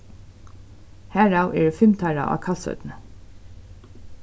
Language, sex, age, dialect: Faroese, female, 36-60, Suðurstreymoy